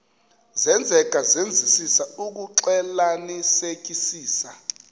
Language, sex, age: Xhosa, male, 33